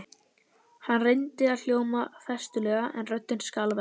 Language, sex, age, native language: Icelandic, female, 11, Icelandic